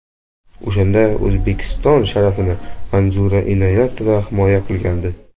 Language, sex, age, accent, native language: Uzbek, male, under 19, Jizzax, Uzbek